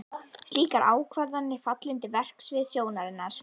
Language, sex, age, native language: Icelandic, female, 11, Icelandic